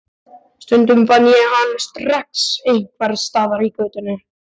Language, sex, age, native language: Icelandic, male, 12, Icelandic